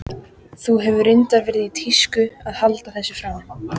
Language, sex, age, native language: Icelandic, female, 14, Icelandic